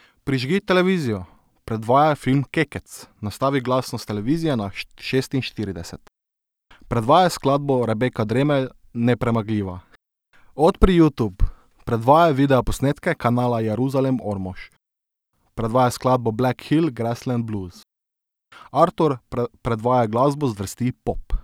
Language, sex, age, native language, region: Slovenian, male, 18-29, Slovenian, Drava region